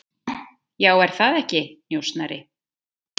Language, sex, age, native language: Icelandic, female, 30-39, Icelandic